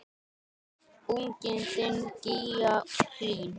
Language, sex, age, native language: Icelandic, male, 10, Icelandic